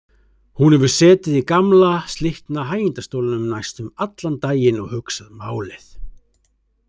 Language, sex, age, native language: Icelandic, male, 30-39, Icelandic